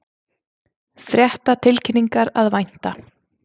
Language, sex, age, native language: Icelandic, female, 30-39, Icelandic